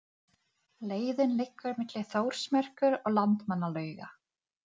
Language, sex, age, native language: Icelandic, female, 40-49, Czech